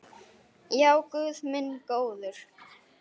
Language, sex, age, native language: Icelandic, male, 9, Icelandic